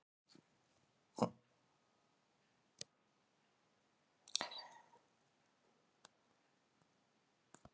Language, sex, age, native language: Icelandic, female, 50-59, Icelandic